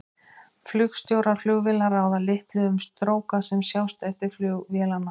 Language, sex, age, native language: Icelandic, female, 50-59, Icelandic